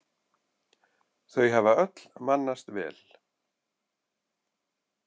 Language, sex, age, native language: Icelandic, male, 50-59, Icelandic